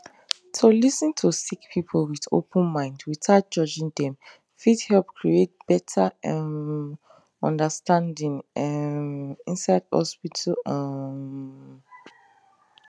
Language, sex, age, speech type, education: Nigerian Pidgin, female, 15-29, spontaneous, tertiary